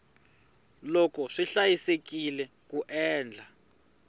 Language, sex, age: Tsonga, male, 21